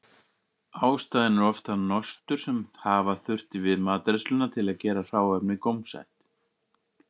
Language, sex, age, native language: Icelandic, male, 40-49, Icelandic